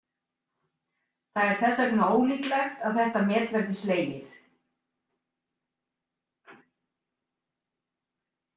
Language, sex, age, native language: Icelandic, female, 60-69, Icelandic